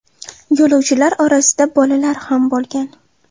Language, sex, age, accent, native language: Uzbek, female, under 19, Farg'ona, Uzbek